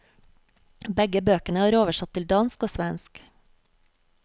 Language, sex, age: Norwegian, female, 40